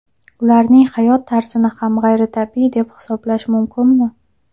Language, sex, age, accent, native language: Uzbek, female, 19-29, Farg'ona, Uzbek